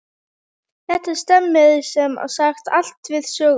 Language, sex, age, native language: Icelandic, female, 11, Icelandic